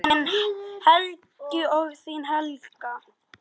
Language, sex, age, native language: Icelandic, male, 9, Icelandic